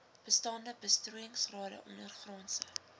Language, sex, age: Afrikaans, female, 19